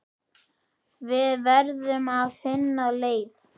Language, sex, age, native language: Icelandic, male, 10, Icelandic